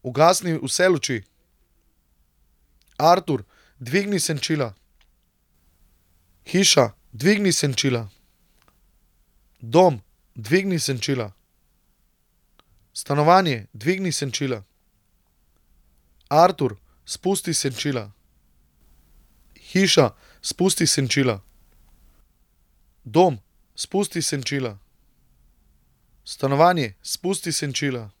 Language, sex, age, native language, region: Slovenian, male, 30-49, Slovenian, Central Slovenia